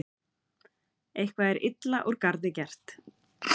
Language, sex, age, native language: Icelandic, female, 30-39, Icelandic